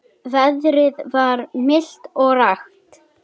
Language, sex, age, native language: Icelandic, female, 10, Icelandic